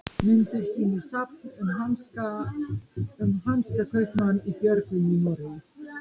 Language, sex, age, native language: Icelandic, female, 50-59, Icelandic